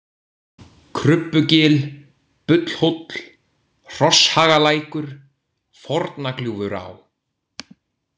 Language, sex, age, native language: Icelandic, male, 18-19, Icelandic